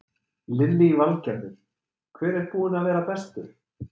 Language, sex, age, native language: Icelandic, male, 30-39, Icelandic